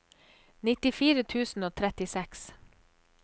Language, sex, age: Norwegian, female, 34